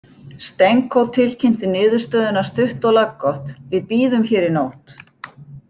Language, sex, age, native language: Icelandic, female, 60-69, Icelandic